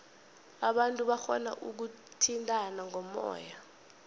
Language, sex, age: South Ndebele, female, 21